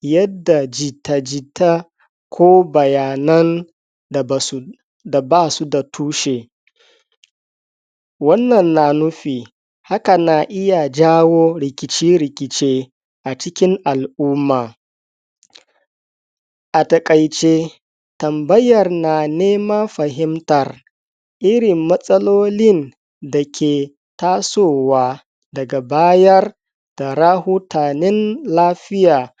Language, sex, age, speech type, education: Hausa, male, 60+, spontaneous, tertiary